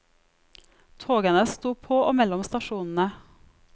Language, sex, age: Norwegian, female, 34